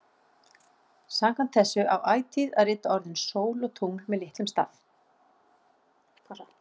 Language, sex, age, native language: Icelandic, female, 40-49, Icelandic